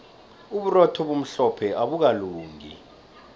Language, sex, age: South Ndebele, male, 23